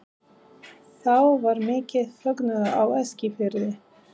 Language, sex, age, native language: Icelandic, female, 30-39, Polish